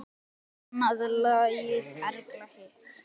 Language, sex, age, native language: Icelandic, male, 10, Icelandic